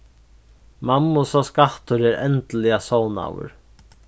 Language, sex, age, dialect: Faroese, male, 15-35, Norðurstreymoy/Eysturoy